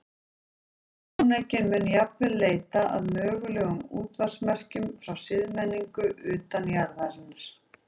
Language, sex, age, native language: Icelandic, female, 40-49, Icelandic